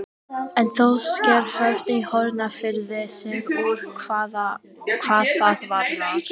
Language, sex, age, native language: Icelandic, female, 18-19, Icelandic